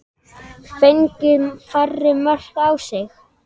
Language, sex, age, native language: Icelandic, male, 10, Icelandic